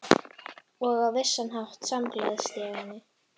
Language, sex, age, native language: Icelandic, female, 11, Icelandic